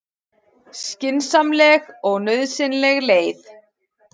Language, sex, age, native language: Icelandic, female, 40-49, Icelandic